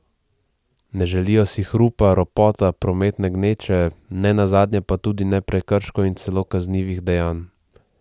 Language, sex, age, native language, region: Slovenian, male, 18-29, Slovenian, Central Slovenia